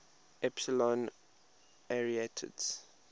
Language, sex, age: English, male, 21